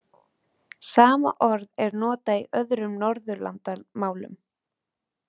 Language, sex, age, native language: Icelandic, female, 20-29, Icelandic